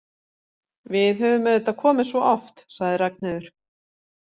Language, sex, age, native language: Icelandic, female, 40-49, Icelandic